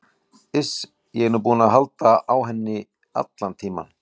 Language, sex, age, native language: Icelandic, male, 40-49, Icelandic